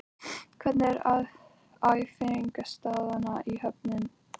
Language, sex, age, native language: Icelandic, other, 13, Icelandic